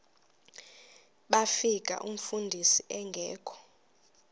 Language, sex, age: Xhosa, female, 24